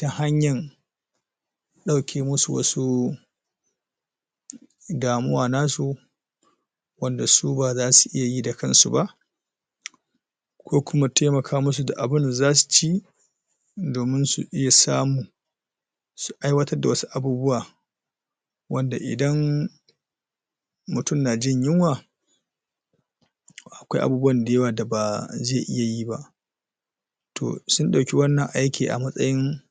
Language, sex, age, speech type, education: Hausa, male, 30-45, spontaneous, tertiary